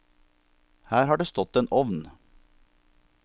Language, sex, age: Norwegian, male, 47